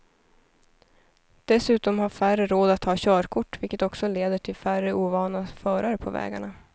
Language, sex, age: Swedish, female, 23